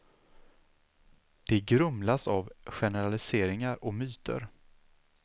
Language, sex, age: Swedish, male, 36